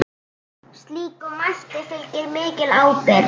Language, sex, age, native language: Icelandic, female, 10, Icelandic